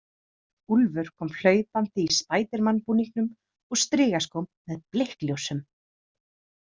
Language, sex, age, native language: Icelandic, female, 30-39, Icelandic